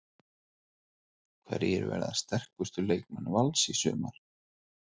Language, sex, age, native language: Icelandic, male, 30-39, Icelandic